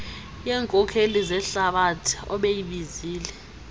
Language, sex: Xhosa, female